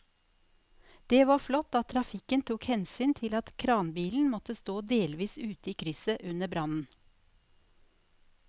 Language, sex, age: Norwegian, female, 46